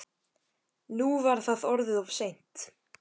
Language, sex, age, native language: Icelandic, male, 13, Icelandic